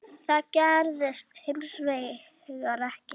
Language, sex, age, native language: Icelandic, female, 10, Icelandic